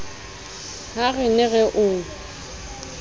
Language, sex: Southern Sotho, female